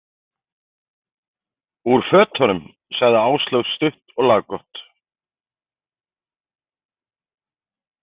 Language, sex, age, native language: Icelandic, male, 50-59, Icelandic